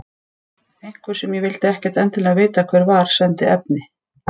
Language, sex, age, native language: Icelandic, female, 50-59, Icelandic